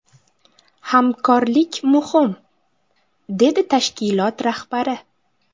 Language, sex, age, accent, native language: Uzbek, female, 18-24, Buxoro, Uzbek